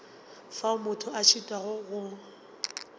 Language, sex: Northern Sotho, female